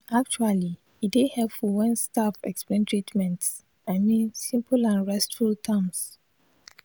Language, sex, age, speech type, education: Nigerian Pidgin, female, 15-29, spontaneous, tertiary